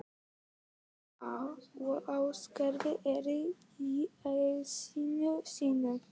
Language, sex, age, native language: Icelandic, male, 11, Icelandic